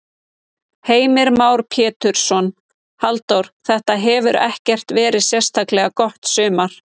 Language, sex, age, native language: Icelandic, female, 30-39, Icelandic